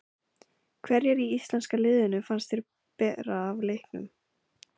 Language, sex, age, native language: Icelandic, female, 15, Icelandic